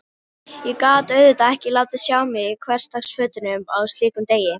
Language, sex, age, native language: Icelandic, female, 18-19, Icelandic